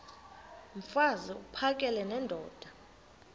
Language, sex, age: Xhosa, female, 23